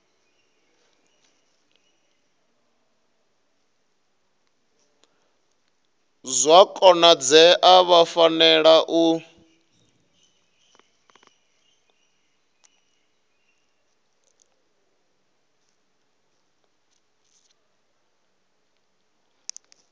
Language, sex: Venda, male